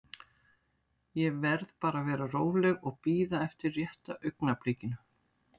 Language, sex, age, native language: Icelandic, female, 60-69, Icelandic